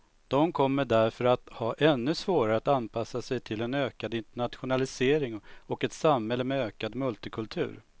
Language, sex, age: Swedish, male, 45